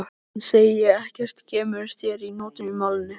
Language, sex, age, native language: Icelandic, male, 13, Icelandic